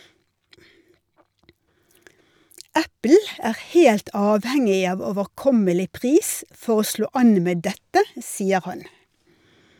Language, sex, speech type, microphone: Norwegian, female, read, Shure